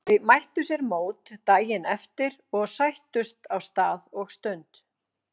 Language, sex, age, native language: Icelandic, female, 40-49, Icelandic